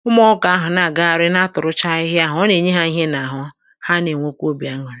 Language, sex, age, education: Igbo, female, 46-60, tertiary